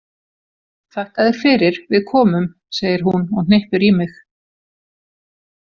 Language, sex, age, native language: Icelandic, female, 40-49, Icelandic